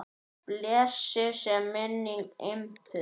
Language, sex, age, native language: Icelandic, male, 9, Icelandic